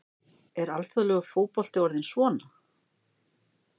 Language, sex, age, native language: Icelandic, female, 50-59, Icelandic